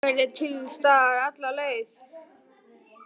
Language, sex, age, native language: Icelandic, male, 18-19, Icelandic